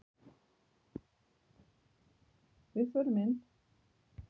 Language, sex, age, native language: Icelandic, female, 50-59, Icelandic